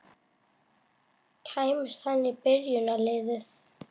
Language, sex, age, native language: Icelandic, female, 11, Icelandic